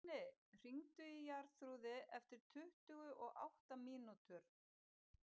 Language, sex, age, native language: Icelandic, female, 50-59, Icelandic